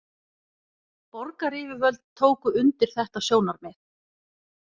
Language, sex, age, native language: Icelandic, female, 40-49, Icelandic